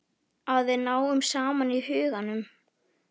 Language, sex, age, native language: Icelandic, female, 11, Icelandic